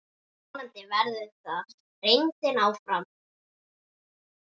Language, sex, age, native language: Icelandic, male, 9, Icelandic